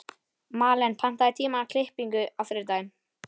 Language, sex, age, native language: Icelandic, male, 11, Icelandic